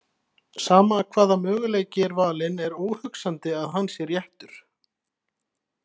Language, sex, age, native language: Icelandic, male, 30-39, Icelandic